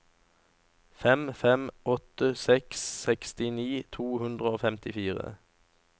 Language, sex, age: Norwegian, male, 37